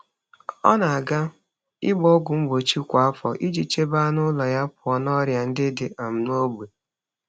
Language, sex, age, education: Igbo, female, 30-45, tertiary